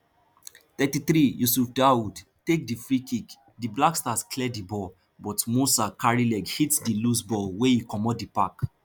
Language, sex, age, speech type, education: Nigerian Pidgin, male, 15-29, spontaneous, tertiary